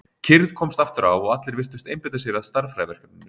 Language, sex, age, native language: Icelandic, male, 30-39, Icelandic